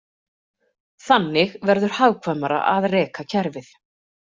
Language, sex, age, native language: Icelandic, female, 40-49, Icelandic